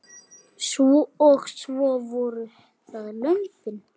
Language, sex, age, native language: Icelandic, male, 7, Icelandic